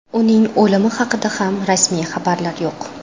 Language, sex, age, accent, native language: Uzbek, female, 18-24, Qashqadaryo, Uzbek